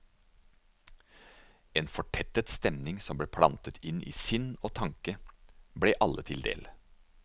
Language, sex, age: Norwegian, male, 49